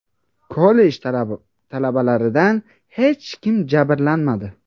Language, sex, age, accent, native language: Uzbek, male, 18-24, Buxoro, Uzbek